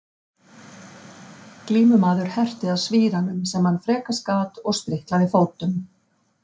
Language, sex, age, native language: Icelandic, female, 50-59, Icelandic